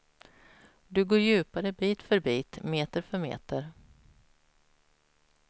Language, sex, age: Swedish, female, 46